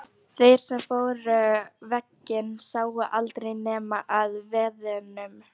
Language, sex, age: Icelandic, female, 18-19